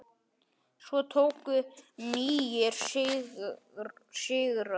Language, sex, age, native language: Icelandic, male, 9, Icelandic